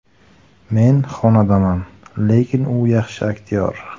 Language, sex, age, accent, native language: Uzbek, male, 18-24, Buxoro, Uzbek